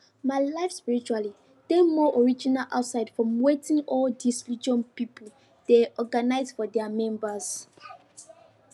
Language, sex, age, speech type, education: Nigerian Pidgin, female, 15-29, spontaneous, tertiary